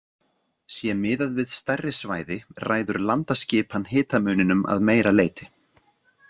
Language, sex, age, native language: Icelandic, other, 40-49, Icelandic